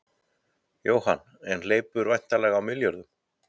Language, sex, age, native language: Icelandic, male, 50-59, Icelandic